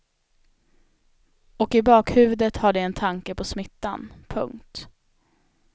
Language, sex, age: Swedish, female, 25